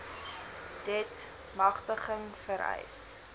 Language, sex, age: Afrikaans, female, 20